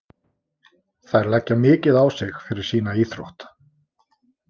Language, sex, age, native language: Icelandic, male, 20-29, Icelandic